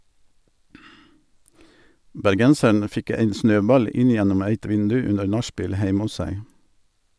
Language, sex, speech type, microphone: Norwegian, male, read, Sennheiser